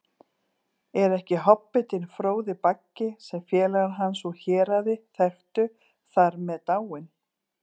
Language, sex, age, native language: Icelandic, female, 40-49, Icelandic